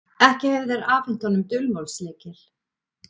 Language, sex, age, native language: Icelandic, female, 40-49, Icelandic